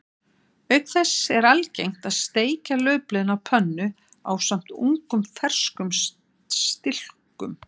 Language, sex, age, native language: Icelandic, female, 60-69, Icelandic